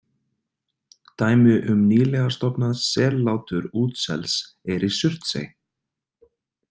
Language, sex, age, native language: Icelandic, male, 30-39, Icelandic